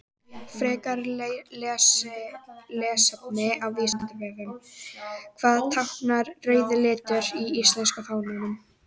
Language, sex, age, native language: Icelandic, female, 18-19, Icelandic